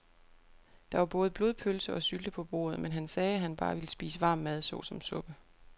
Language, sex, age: Danish, female, 28